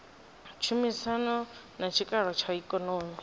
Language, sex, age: Venda, female, 26